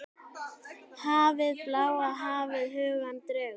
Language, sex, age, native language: Icelandic, female, 9, Icelandic